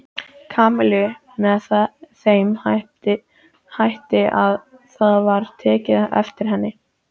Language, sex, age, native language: Icelandic, male, 14, Icelandic